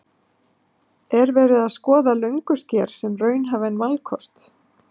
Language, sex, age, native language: Icelandic, female, 50-59, Icelandic